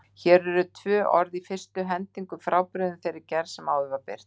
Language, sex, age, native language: Icelandic, female, 60-69, Icelandic